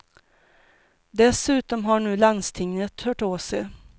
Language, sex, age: Swedish, female, 42